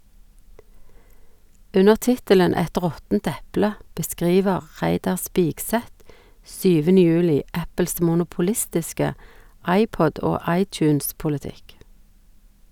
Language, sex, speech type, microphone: Norwegian, female, read, Sennheiser